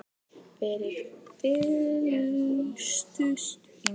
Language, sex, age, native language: Icelandic, female, 18-19, Icelandic